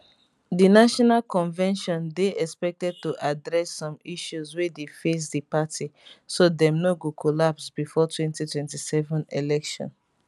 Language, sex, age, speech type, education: Nigerian Pidgin, female, 15-29, spontaneous, tertiary